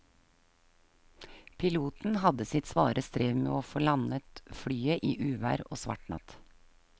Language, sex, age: Norwegian, female, 48